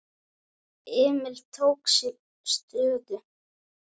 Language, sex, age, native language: Icelandic, male, 9, Icelandic